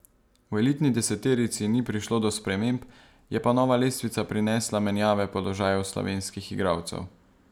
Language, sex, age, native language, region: Slovenian, male, 18-29, Slovenian, Savinja region